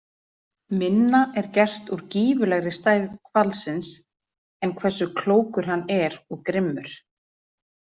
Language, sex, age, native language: Icelandic, female, 40-49, Icelandic